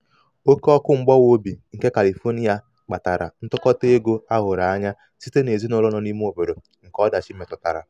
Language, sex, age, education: Igbo, male, 15-29, tertiary